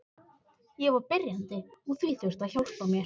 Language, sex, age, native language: Icelandic, male, 14, Icelandic